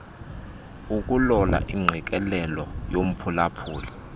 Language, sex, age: Xhosa, male, 32